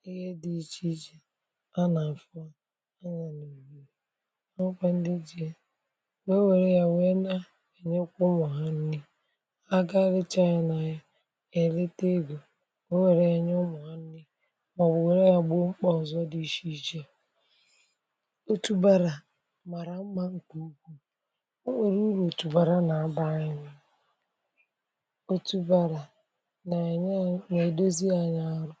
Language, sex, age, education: Igbo, female, 30-45, tertiary